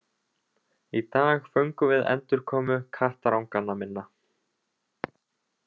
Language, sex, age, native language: Icelandic, male, 20-29, Icelandic